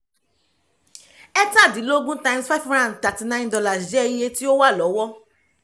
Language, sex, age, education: Yoruba, female, 15-29, tertiary